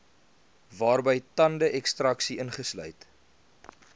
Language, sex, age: Afrikaans, male, 22